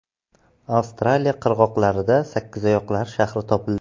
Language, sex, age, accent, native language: Uzbek, male, 18-24, Buxoro, Uzbek